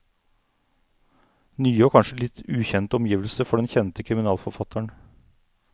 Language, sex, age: Norwegian, male, 49